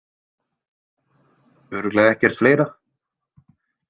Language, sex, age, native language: Icelandic, male, 20-29, Icelandic